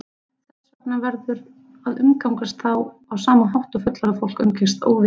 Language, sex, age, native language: Icelandic, female, 30-39, Icelandic